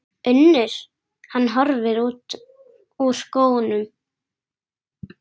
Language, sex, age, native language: Icelandic, female, 10, Icelandic